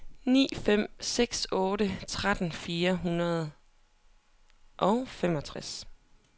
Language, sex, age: Danish, female, 27